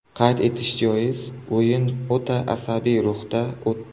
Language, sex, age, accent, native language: Uzbek, male, 25-34, Surxondaryo, Uzbek